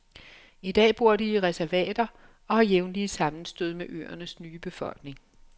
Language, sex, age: Danish, female, 56